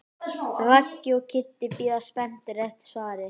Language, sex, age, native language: Icelandic, female, 12, Icelandic